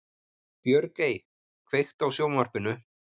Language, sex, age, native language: Icelandic, male, 50-59, Icelandic